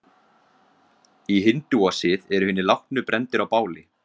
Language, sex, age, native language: Icelandic, male, 20-29, Icelandic